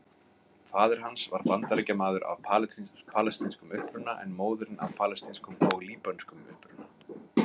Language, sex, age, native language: Icelandic, male, 40-49, Icelandic